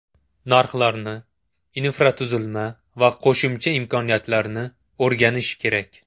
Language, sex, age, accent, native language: Uzbek, male, 18-24, Toshkent shahri, Uzbek